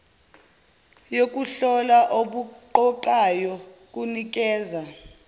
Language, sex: Zulu, female